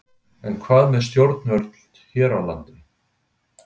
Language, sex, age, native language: Icelandic, male, 60-69, Icelandic